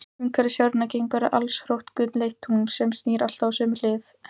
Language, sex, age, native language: Icelandic, female, 18-19, Icelandic